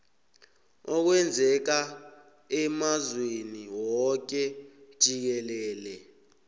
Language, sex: South Ndebele, male